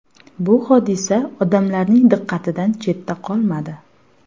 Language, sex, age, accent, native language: Uzbek, female, 19-29, Farg'ona, Uzbek